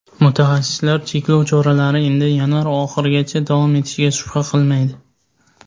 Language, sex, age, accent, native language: Uzbek, male, 18-24, Sirdaryo, Uzbek